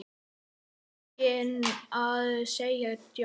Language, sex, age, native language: Icelandic, male, 9, Icelandic